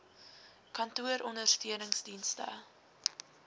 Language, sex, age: Afrikaans, female, 19